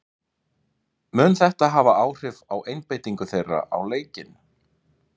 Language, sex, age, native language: Icelandic, male, 30-39, Icelandic